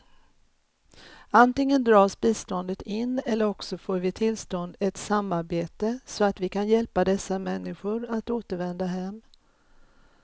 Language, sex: Swedish, female